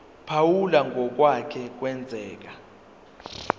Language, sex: Zulu, male